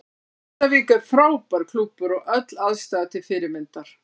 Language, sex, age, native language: Icelandic, female, 60-69, Icelandic